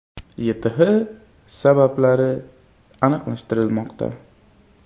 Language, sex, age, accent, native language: Uzbek, male, 25-34, Xorazm, Uzbek